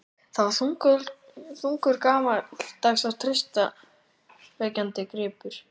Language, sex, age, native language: Icelandic, male, 11, Icelandic